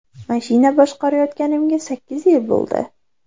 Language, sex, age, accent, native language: Uzbek, female, under 19, Andijon, Uzbek